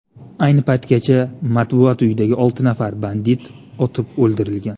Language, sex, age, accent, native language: Uzbek, male, 18-24, Namangan, Uzbek